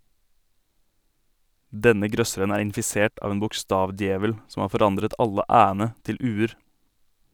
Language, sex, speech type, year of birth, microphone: Norwegian, male, read, 1989, Sennheiser